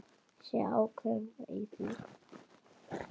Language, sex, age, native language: Icelandic, female, 8, Icelandic